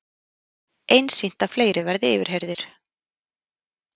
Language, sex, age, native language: Icelandic, female, 30-39, Icelandic